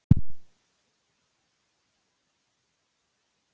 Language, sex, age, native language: Icelandic, female, 18-19, Icelandic